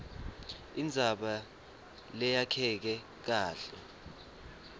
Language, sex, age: Swati, male, 23